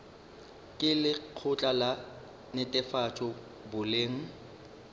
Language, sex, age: Northern Sotho, male, 35